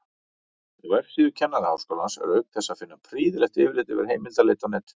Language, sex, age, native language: Icelandic, male, 40-49, Icelandic